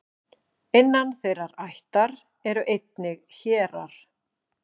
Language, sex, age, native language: Icelandic, female, 40-49, Icelandic